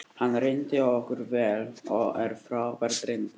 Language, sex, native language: Icelandic, male, Icelandic